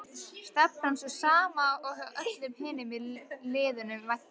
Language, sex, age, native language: Icelandic, female, 12, Icelandic